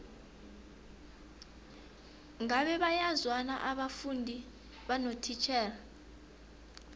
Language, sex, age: South Ndebele, female, 22